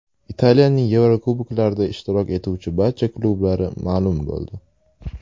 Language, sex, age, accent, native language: Uzbek, male, 19-29, Toshkent shahri, Uzbek